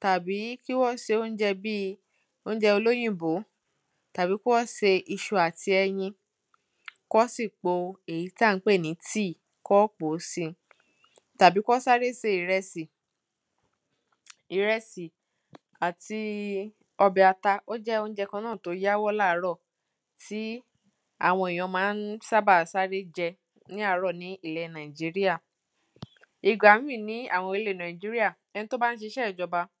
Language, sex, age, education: Yoruba, female, 15-29, tertiary